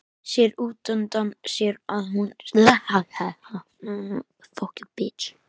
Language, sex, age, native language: Icelandic, female, 11, Icelandic